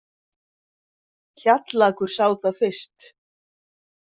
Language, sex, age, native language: Icelandic, female, 50-59, Icelandic